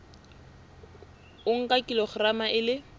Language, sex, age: Southern Sotho, female, 20